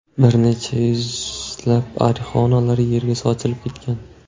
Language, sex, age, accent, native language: Uzbek, male, 18-24, Surxondaryo, Uzbek